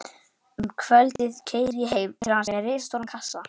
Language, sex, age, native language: Icelandic, male, 11, Icelandic